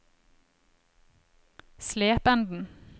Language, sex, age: Norwegian, female, 25